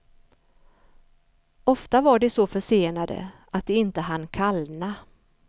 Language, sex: Swedish, female